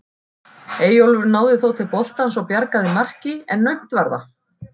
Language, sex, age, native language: Icelandic, female, 40-49, Icelandic